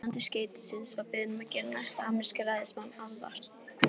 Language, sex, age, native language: Icelandic, female, 18-19, Icelandic